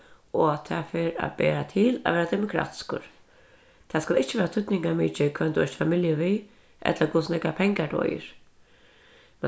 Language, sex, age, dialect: Faroese, female, 36-60, Norðurstreymoy/Eysturoy